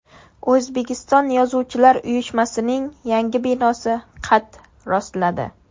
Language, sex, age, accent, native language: Uzbek, female, 18-24, Surxondaryo, Uzbek